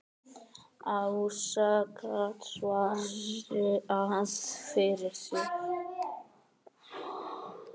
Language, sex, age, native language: Icelandic, female, 9, Icelandic